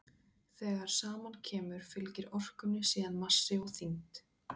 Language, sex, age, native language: Icelandic, female, 20-29, Icelandic